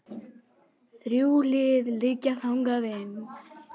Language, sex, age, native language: Icelandic, female, 9, Icelandic